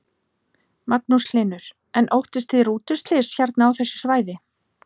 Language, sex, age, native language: Icelandic, female, 40-49, Icelandic